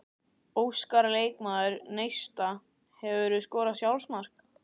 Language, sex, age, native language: Icelandic, male, 14, Icelandic